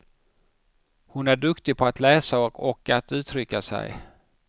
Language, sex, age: Swedish, male, 50